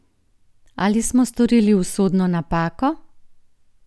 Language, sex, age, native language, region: Slovenian, female, 50-59, Slovenian, Gorenjska region